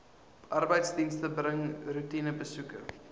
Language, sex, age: Afrikaans, male, 23